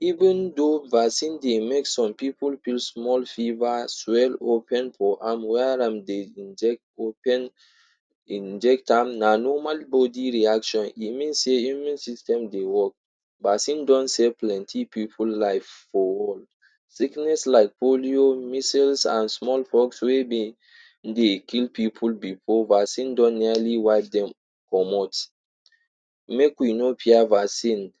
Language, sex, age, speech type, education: Nigerian Pidgin, male, 46-60, spontaneous, tertiary